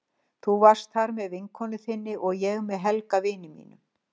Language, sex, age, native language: Icelandic, female, 60-69, Icelandic